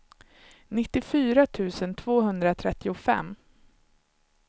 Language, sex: Swedish, male